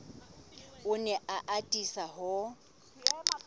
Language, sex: Southern Sotho, female